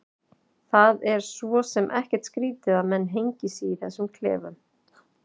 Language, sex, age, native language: Icelandic, female, 40-49, Icelandic